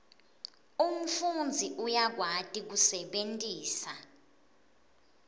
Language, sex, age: Swati, female, 22